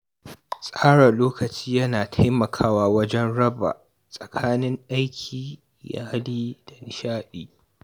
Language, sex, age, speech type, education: Hausa, male, 46-60, read, tertiary